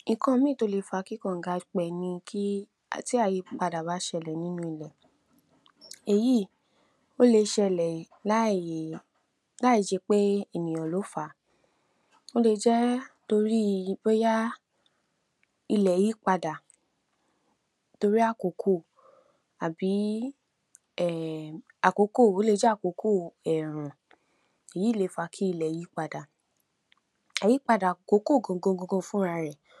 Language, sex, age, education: Yoruba, female, 46-60, tertiary